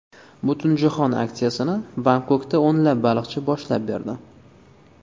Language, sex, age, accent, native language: Uzbek, male, 19-29, Toshkent viloyati, Uzbek